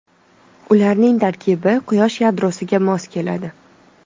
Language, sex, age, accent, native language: Uzbek, female, 25-34, Toshkent shahri, Uzbek